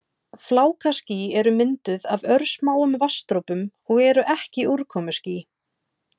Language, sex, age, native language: Icelandic, female, 30-39, Icelandic